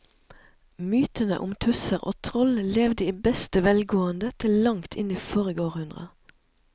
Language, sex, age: Norwegian, female, 37